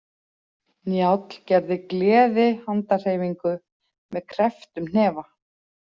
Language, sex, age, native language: Icelandic, female, 40-49, Icelandic